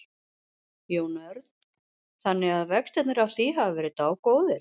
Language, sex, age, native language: Icelandic, female, 50-59, Icelandic